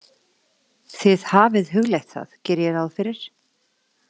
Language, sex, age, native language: Icelandic, female, 40-49, Icelandic